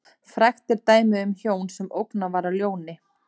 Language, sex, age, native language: Icelandic, female, 30-39, Icelandic